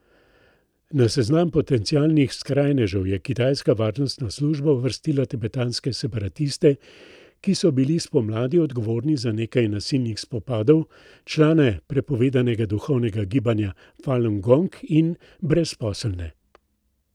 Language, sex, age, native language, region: Slovenian, male, 60+, Slovenian, Central Slovenia